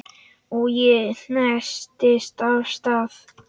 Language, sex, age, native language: Icelandic, male, 10, Icelandic